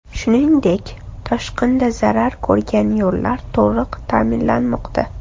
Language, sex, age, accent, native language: Uzbek, female, 25-34, Toshkent shahri, Uzbek